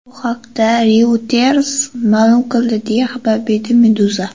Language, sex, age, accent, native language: Uzbek, male, under 19, Xorazm, Uzbek